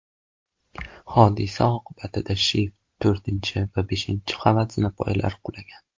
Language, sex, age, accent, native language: Uzbek, male, under 19, Namangan, Uzbek